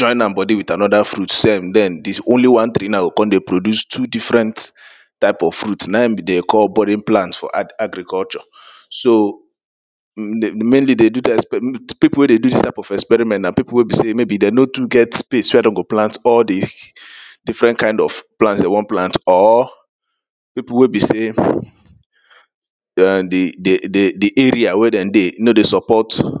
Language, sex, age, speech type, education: Nigerian Pidgin, male, 30-45, spontaneous, secondary